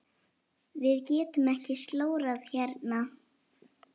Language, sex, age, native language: Icelandic, female, 7, Icelandic